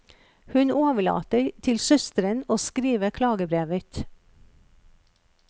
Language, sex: Norwegian, female